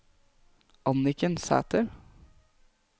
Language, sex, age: Norwegian, male, 20